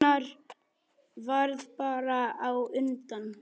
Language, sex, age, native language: Icelandic, male, 9, Icelandic